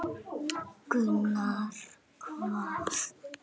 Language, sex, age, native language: Icelandic, female, 8, Icelandic